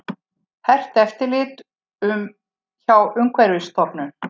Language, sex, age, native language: Icelandic, female, 70-79, Icelandic